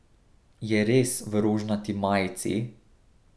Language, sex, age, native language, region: Slovenian, male, 18-29, Slovenian, Drava region